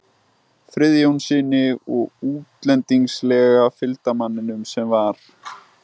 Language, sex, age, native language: Icelandic, male, 20-29, Icelandic